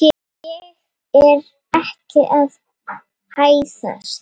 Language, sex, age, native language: Icelandic, female, 8, Icelandic